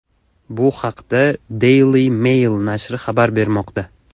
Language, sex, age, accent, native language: Uzbek, male, 18-24, Navoiy, Uzbek